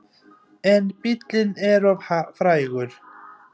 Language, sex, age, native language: Icelandic, female, 9, Icelandic